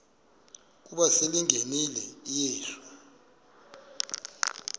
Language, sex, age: Xhosa, male, 23